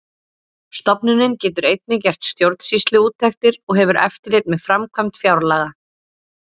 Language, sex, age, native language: Icelandic, female, 30-39, Icelandic